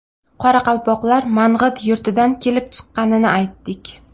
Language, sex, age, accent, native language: Uzbek, female, 25-34, Navoiy, Uzbek